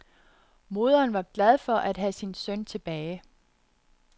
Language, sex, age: Danish, female, 30